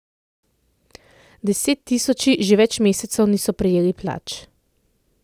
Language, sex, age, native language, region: Slovenian, female, 30-49, Slovenian, Central Slovenia